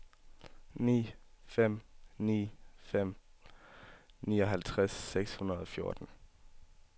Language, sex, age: Danish, male, 18